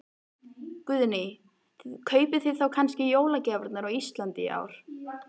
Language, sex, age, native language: Icelandic, female, 13, Icelandic